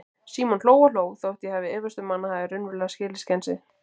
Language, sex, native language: Icelandic, female, Icelandic